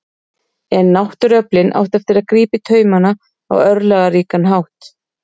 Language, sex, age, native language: Icelandic, female, 30-39, Icelandic